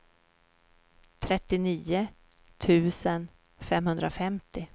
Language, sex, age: Swedish, female, 44